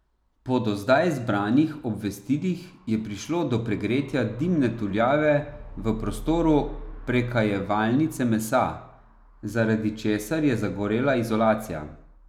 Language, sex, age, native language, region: Slovenian, male, 30-49, Slovenian, Savinja region